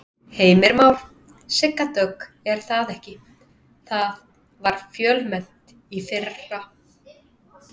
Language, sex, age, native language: Icelandic, female, 30-39, Icelandic